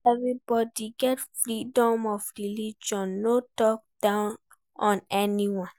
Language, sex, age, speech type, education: Nigerian Pidgin, female, 15-29, read, primary